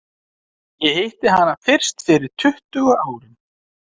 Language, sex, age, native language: Icelandic, male, 40-49, Icelandic